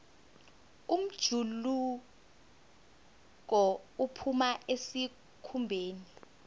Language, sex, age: South Ndebele, female, 21